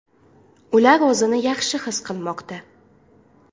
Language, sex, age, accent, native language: Uzbek, female, 19-29, Farg'ona, Uzbek